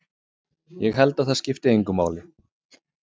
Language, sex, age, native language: Icelandic, male, 30-39, Icelandic